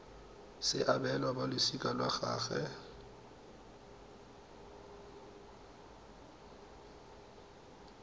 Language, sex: Tswana, male